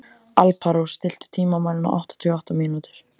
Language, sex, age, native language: Icelandic, male, 14, Icelandic